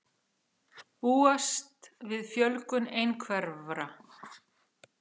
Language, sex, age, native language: Icelandic, female, 40-49, Icelandic